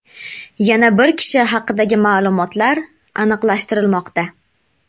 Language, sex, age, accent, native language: Uzbek, female, 18-24, Namangan, Uzbek